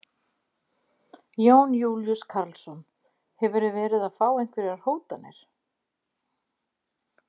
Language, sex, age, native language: Icelandic, female, 50-59, Icelandic